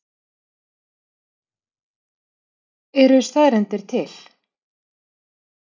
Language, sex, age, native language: Icelandic, female, 30-39, Icelandic